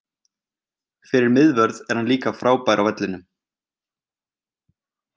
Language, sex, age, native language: Icelandic, male, 20-29, Icelandic